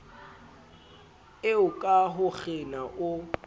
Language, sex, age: Southern Sotho, male, 20